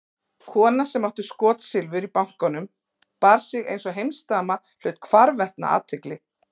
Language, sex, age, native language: Icelandic, female, 40-49, Icelandic